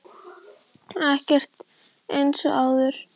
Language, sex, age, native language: Icelandic, female, 10, Icelandic